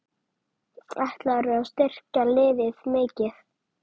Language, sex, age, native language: Icelandic, male, 9, Icelandic